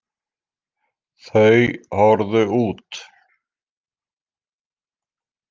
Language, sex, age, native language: Icelandic, male, 50-59, Icelandic